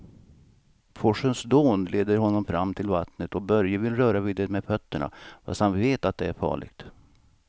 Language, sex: Swedish, male